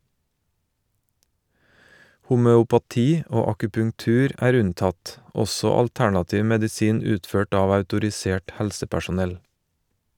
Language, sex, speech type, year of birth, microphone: Norwegian, male, read, 1970, Shure